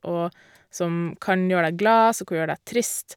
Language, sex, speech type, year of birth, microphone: Norwegian, female, spontaneous, 1988, Shure